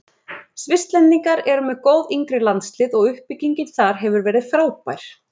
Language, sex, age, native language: Icelandic, female, 30-39, Icelandic